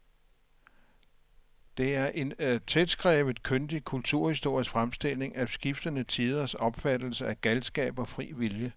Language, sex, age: Danish, male, 57